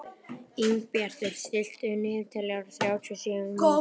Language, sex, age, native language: Icelandic, male, 11, Icelandic